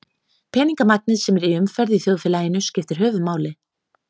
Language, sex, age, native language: Icelandic, female, 30-39, Icelandic